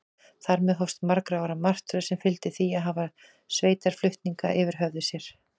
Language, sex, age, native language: Icelandic, female, 40-49, Icelandic